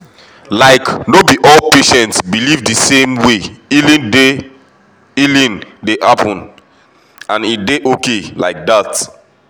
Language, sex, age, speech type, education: Nigerian Pidgin, male, 15-29, spontaneous, tertiary